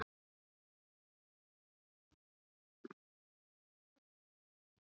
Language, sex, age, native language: Icelandic, male, 8, Icelandic